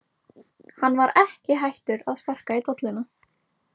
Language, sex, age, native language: Icelandic, female, 18-19, Icelandic